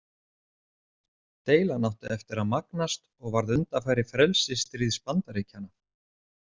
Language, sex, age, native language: Icelandic, male, 40-49, Icelandic